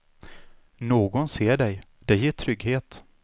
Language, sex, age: Swedish, male, 36